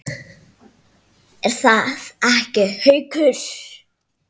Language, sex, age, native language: Icelandic, female, 7, Icelandic